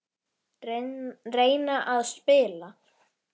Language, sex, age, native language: Icelandic, male, 10, Icelandic